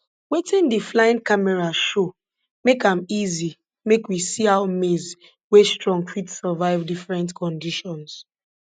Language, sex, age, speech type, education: Nigerian Pidgin, female, 15-29, spontaneous, tertiary